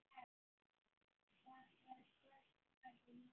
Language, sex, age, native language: Icelandic, male, 9, Icelandic